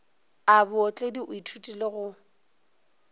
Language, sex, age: Northern Sotho, female, 24